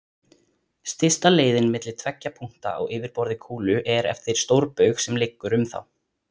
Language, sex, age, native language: Icelandic, male, 20-29, Icelandic